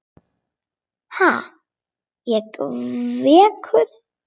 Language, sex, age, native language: Icelandic, other, 8, Icelandic